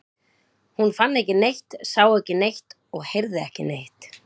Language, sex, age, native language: Icelandic, female, 20-29, Icelandic